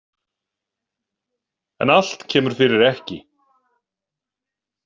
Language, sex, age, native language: Icelandic, male, 40-49, Icelandic